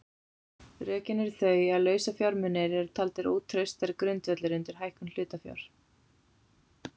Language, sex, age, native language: Icelandic, female, 40-49, Icelandic